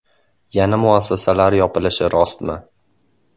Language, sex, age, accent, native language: Uzbek, male, 18-24, Andijon, Uzbek